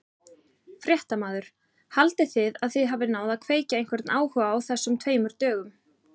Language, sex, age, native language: Icelandic, female, 30-39, Icelandic